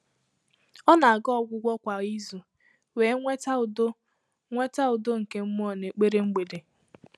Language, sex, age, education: Igbo, female, 15-29, tertiary